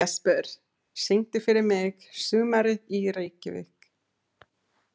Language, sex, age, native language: Icelandic, female, 30-39, English